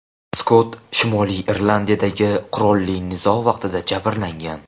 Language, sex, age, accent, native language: Uzbek, male, 18-24, Farg'ona, Uzbek